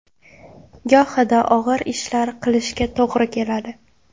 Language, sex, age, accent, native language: Uzbek, female, 19-29, Andijon, Uzbek